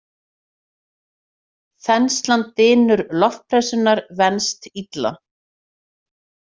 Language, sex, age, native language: Icelandic, female, 40-49, Icelandic